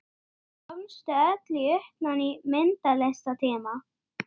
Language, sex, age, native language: Icelandic, male, 9, Icelandic